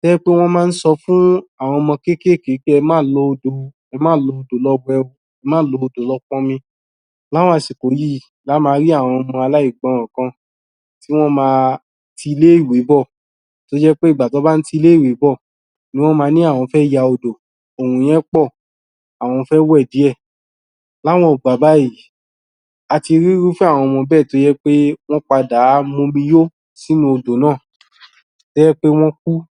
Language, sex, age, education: Yoruba, male, 30-45, tertiary